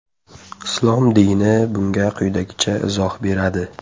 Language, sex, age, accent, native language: Uzbek, male, 18-24, Jizzax, Uzbek